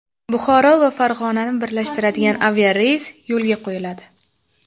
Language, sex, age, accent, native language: Uzbek, female, 18-24, Qashqadaryo, Uzbek